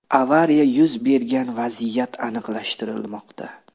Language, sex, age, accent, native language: Uzbek, male, 25-34, Namangan, Uzbek